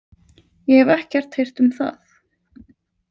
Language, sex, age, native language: Icelandic, female, 20-29, Icelandic